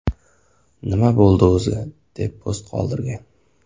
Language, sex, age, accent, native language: Uzbek, male, 19-29, Toshkent viloyati, Uzbek